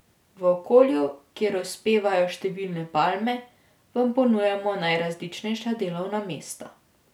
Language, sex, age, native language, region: Slovenian, female, 18-29, Slovenian, Drava region